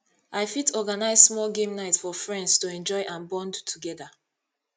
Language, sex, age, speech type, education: Nigerian Pidgin, female, 15-29, spontaneous, tertiary